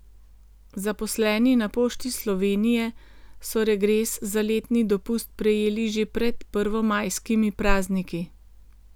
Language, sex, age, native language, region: Slovenian, female, 50-59, Slovenian, Gorenjska region